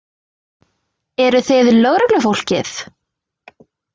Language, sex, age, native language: Icelandic, female, 20-29, Icelandic